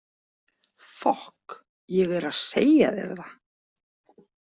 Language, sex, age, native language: Icelandic, female, 40-49, Icelandic